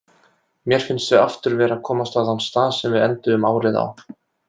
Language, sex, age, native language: Icelandic, male, 20-29, Icelandic